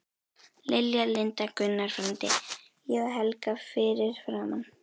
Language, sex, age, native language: Icelandic, other, 11, Icelandic